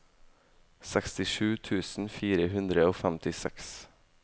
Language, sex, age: Norwegian, male, 18